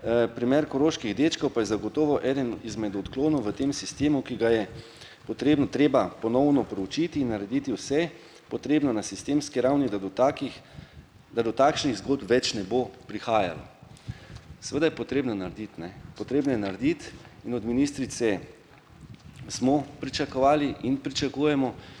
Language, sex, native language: Slovenian, male, Slovenian